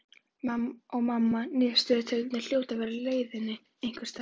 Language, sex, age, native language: Icelandic, female, 11, Icelandic